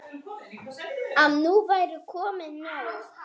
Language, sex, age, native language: Icelandic, male, 10, Icelandic